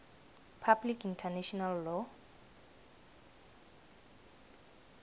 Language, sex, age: South Ndebele, female, 18